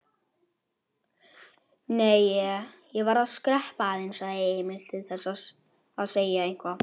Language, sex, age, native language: Icelandic, male, 18-19, Icelandic